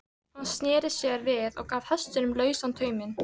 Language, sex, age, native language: Icelandic, female, 13, Icelandic